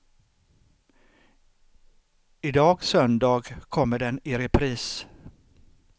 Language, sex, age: Swedish, male, 63